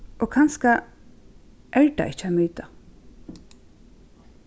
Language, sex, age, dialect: Faroese, female, 36-60, Suðurstreymoy